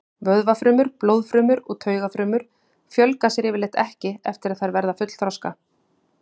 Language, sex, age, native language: Icelandic, female, 50-59, Icelandic